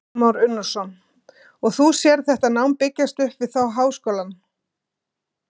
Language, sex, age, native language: Icelandic, female, 50-59, Icelandic